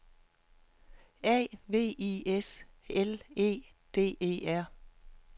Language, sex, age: Danish, female, 48